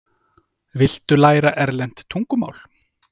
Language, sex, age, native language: Icelandic, male, 30-39, Icelandic